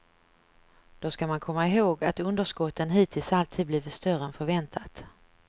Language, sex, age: Swedish, female, 49